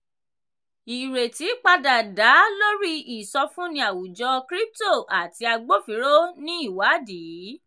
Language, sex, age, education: Yoruba, female, 15-29, tertiary